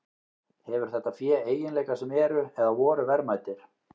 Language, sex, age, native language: Icelandic, male, 18-19, Icelandic